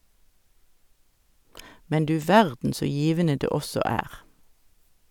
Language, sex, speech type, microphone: Norwegian, female, read, Sennheiser